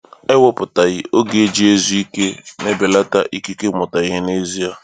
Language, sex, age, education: Igbo, male, 15-29, tertiary